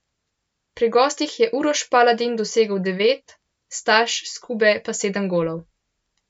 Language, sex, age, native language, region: Slovenian, male, 12-17, Slovenian, Central Slovenia